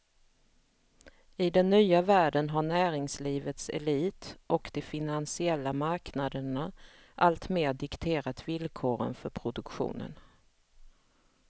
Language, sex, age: Swedish, female, 45